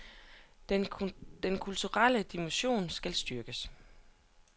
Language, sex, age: Danish, female, 27